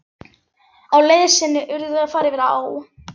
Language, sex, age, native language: Icelandic, female, 11, Icelandic